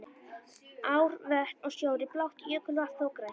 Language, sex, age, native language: Icelandic, female, 11, Icelandic